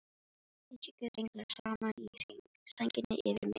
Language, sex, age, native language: Icelandic, female, 18-19, Filipino